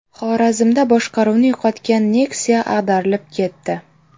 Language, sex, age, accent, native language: Uzbek, female, 18-24, Navoiy, Uzbek